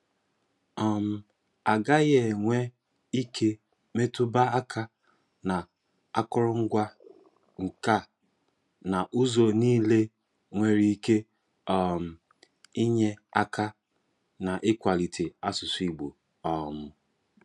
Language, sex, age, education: Igbo, male, 15-29, tertiary